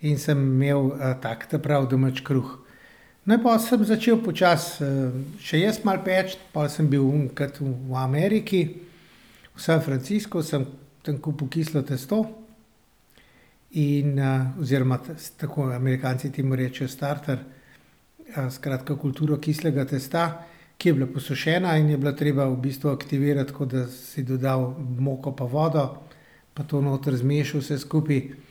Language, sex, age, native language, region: Slovenian, male, 60+, Slovenian, Central Slovenia